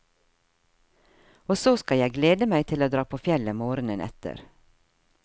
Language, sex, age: Norwegian, female, 52